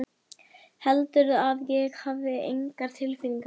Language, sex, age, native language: Icelandic, female, 11, Icelandic